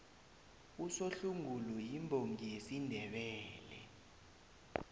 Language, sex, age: South Ndebele, male, 20